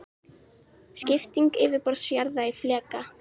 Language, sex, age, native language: Icelandic, female, 18-19, Icelandic